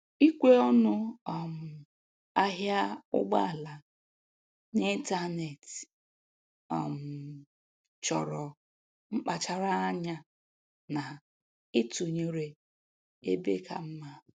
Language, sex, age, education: Igbo, female, 15-29, tertiary